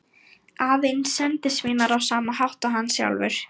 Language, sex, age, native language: Icelandic, female, 18-19, Lithuanian